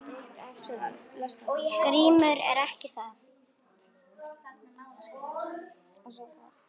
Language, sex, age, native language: Icelandic, female, 9, Icelandic